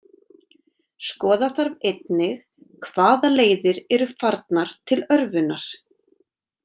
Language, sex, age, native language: Icelandic, female, 30-39, Icelandic